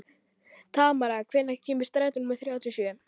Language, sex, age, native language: Icelandic, female, 12, Icelandic